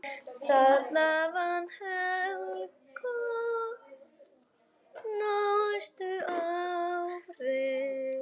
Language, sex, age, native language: Icelandic, female, 10, Icelandic